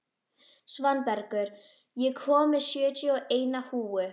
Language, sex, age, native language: Icelandic, female, 12, Icelandic